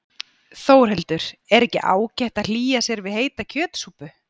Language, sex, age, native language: Icelandic, female, 40-49, Icelandic